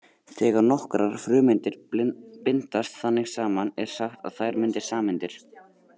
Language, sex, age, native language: Icelandic, male, 80-89, Icelandic